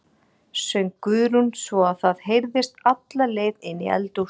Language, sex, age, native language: Icelandic, female, 40-49, Icelandic